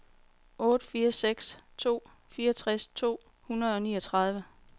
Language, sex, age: Danish, female, 40